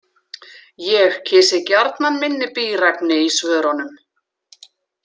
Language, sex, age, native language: Icelandic, female, 40-49, Icelandic